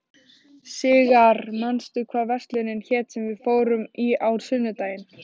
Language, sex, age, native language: Icelandic, female, 14, Icelandic